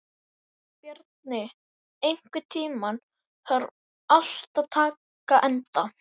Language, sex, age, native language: Icelandic, male, 11, Icelandic